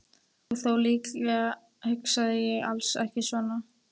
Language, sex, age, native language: Icelandic, female, 13, Icelandic